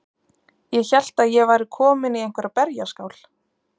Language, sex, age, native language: Icelandic, female, 20-29, Icelandic